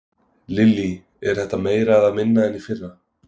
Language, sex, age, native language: Icelandic, male, 20-29, Icelandic